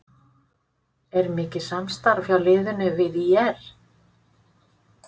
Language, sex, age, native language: Icelandic, female, 50-59, Icelandic